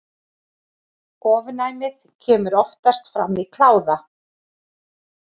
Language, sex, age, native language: Icelandic, female, 40-49, Icelandic